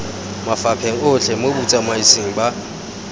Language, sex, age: Tswana, male, 25